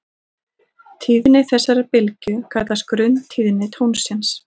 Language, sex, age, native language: Icelandic, female, 40-49, Icelandic